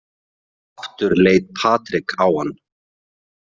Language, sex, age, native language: Icelandic, male, 30-39, Icelandic